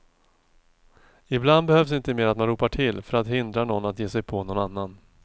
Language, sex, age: Swedish, male, 42